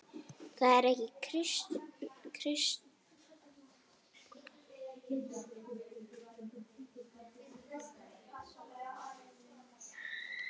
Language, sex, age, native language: Icelandic, male, 9, Icelandic